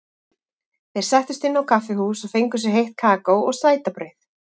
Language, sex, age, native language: Icelandic, female, 40-49, Icelandic